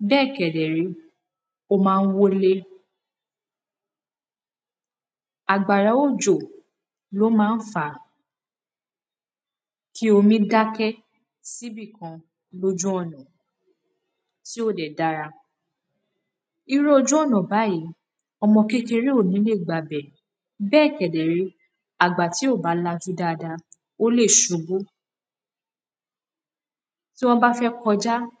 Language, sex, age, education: Yoruba, female, 15-29, secondary